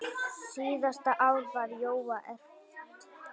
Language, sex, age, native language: Icelandic, female, 9, Icelandic